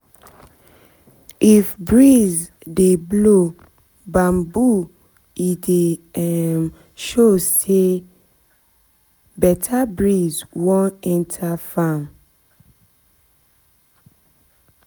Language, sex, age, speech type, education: Nigerian Pidgin, female, 15-29, spontaneous, tertiary